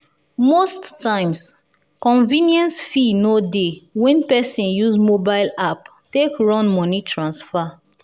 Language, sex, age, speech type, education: Nigerian Pidgin, female, 15-29, spontaneous, tertiary